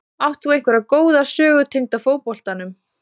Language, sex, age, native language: Icelandic, female, 20-29, Icelandic